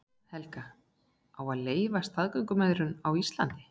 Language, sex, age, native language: Icelandic, female, 40-49, Icelandic